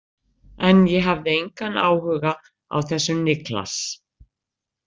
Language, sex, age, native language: Icelandic, female, 60-69, Icelandic